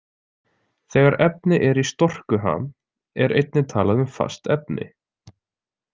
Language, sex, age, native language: Icelandic, male, 20-29, Icelandic